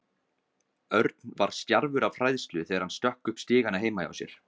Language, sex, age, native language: Icelandic, male, 20-29, Icelandic